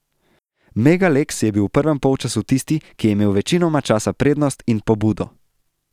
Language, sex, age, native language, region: Slovenian, male, 18-29, Slovenian, Central Slovenia